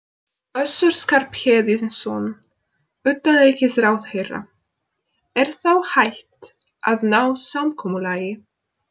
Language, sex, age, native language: Icelandic, female, 20-29, Polish